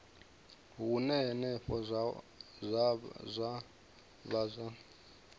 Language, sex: Venda, male